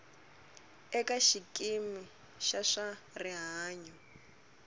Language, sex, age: Tsonga, female, 24